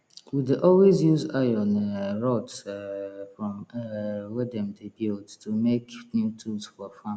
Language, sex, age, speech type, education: Nigerian Pidgin, female, 30-45, spontaneous, tertiary